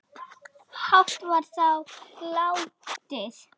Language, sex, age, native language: Icelandic, female, 8, Icelandic